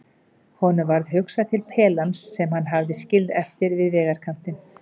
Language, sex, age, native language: Icelandic, female, 50-59, Icelandic